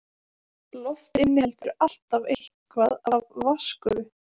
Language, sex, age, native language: Icelandic, female, 20-29, Icelandic